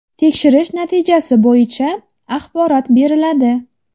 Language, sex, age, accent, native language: Uzbek, female, 19-29, Jizzax, Uzbek